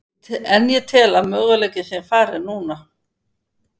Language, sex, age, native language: Icelandic, female, 50-59, Icelandic